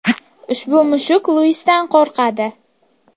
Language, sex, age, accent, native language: Uzbek, female, 18-24, Farg'ona, Uzbek